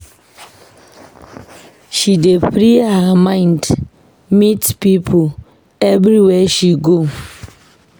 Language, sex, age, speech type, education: Nigerian Pidgin, female, 15-29, read, tertiary